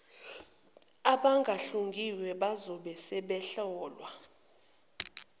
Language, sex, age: Zulu, female, 29